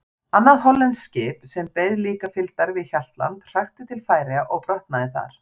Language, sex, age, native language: Icelandic, female, 40-49, Icelandic